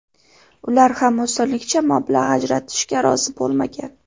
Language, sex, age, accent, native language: Uzbek, female, 18-24, Farg'ona, Uzbek